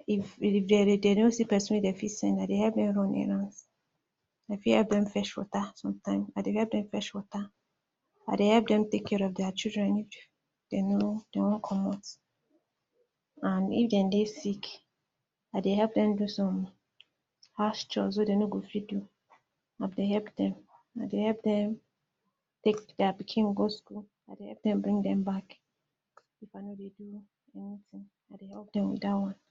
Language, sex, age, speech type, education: Nigerian Pidgin, female, 46-60, spontaneous, tertiary